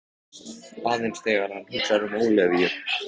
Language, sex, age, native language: Icelandic, male, 14, Icelandic